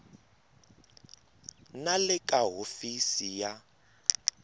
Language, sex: Tsonga, male